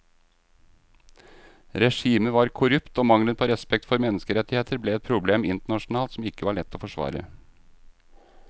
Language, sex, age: Norwegian, male, 38